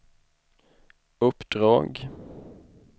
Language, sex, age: Swedish, male, 25